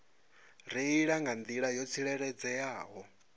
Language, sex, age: Venda, male, 26